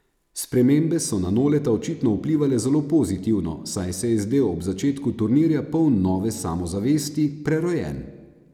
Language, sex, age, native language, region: Slovenian, male, 30-49, Slovenian, Savinja region